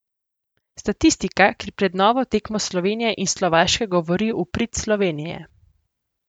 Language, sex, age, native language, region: Slovenian, female, 18-29, Slovenian, Central Slovenia